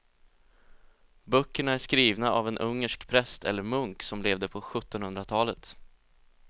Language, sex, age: Swedish, male, 20